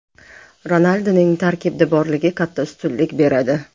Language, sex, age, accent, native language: Uzbek, female, 35+, Namangan, Uzbek